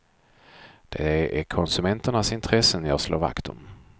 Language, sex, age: Swedish, male, 42